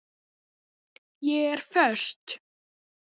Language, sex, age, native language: Icelandic, female, 9, Icelandic